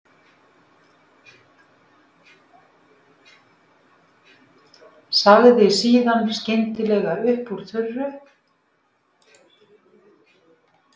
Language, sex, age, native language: Icelandic, female, 50-59, Icelandic